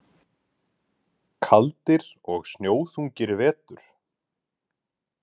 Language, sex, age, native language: Icelandic, male, 18-19, Icelandic